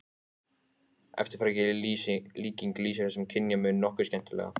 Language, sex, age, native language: Icelandic, male, 14, Icelandic